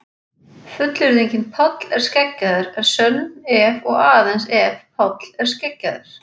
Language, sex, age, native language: Icelandic, female, 40-49, Icelandic